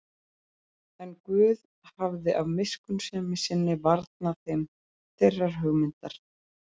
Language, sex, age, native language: Icelandic, female, 30-39, Icelandic